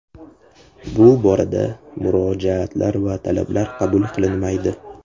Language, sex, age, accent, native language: Uzbek, male, 18-24, Qashqadaryo, Uzbek